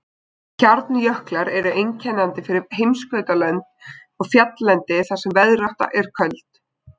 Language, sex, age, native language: Icelandic, female, 20-29, Icelandic